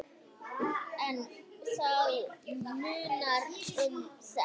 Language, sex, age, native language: Icelandic, other, 8, Icelandic